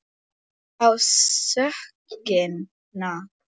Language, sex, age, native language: Icelandic, female, 10, Polish